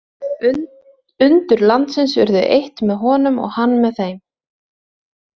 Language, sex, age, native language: Icelandic, female, 20-29, Icelandic